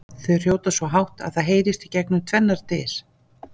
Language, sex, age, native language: Icelandic, female, 50-59, Icelandic